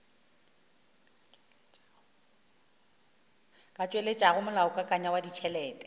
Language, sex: Northern Sotho, female